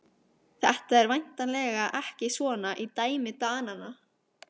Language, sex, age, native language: Icelandic, female, 15, Icelandic